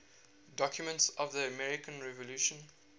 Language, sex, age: English, male, 19